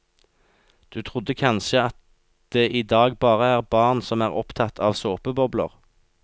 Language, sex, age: Norwegian, male, 36